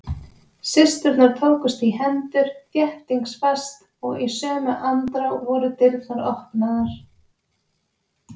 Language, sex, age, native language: Icelandic, female, 20-29, Icelandic